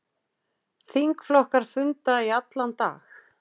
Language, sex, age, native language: Icelandic, female, 60-69, Icelandic